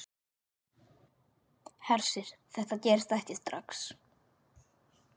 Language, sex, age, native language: Icelandic, male, 8, Icelandic